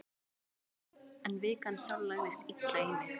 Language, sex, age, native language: Icelandic, female, 12, Icelandic